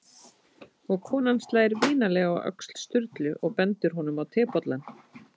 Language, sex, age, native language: Icelandic, female, 30-39, Icelandic